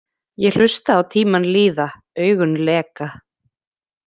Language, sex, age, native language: Icelandic, female, 20-29, Icelandic